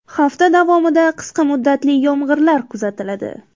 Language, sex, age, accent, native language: Uzbek, female, 18-24, Toshkent viloyati, Uzbek